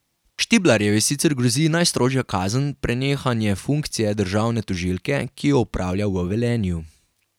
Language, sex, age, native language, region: Slovenian, male, 18-29, Slovenian, Carinthia region